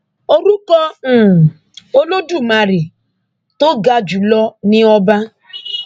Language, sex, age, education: Yoruba, female, 15-29, tertiary